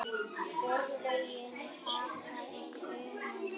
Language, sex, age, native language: Icelandic, male, 10, Icelandic